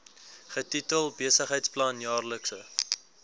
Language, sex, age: Afrikaans, male, 19